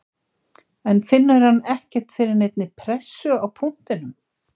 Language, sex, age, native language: Icelandic, female, 60-69, Icelandic